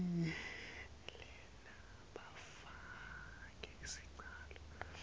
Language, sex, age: Swati, male, 23